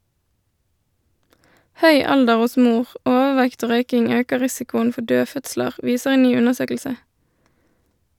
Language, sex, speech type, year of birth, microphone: Norwegian, female, read, 1988, Shure